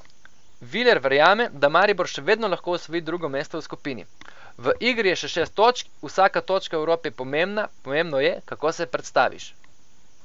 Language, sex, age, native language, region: Slovenian, male, 18-29, Slovenian, Coastal Karst region